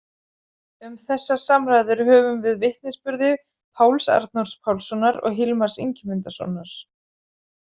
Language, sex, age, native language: Icelandic, female, 40-49, Icelandic